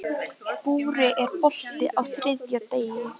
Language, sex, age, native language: Icelandic, female, 13, Icelandic